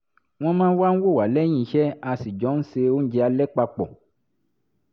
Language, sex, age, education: Yoruba, male, 30-45, tertiary